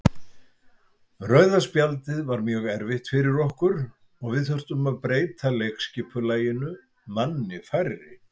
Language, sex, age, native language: Icelandic, male, 70-79, Icelandic